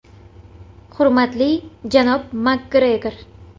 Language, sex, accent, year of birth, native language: Uzbek, female, Toshkent shahri, 1999, Uzbek